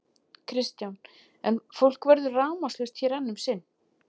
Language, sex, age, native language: Icelandic, female, 40-49, Icelandic